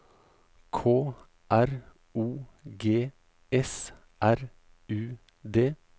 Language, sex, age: Norwegian, male, 38